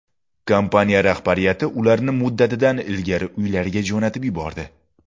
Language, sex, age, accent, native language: Uzbek, male, 19-29, Xorazm, Uzbek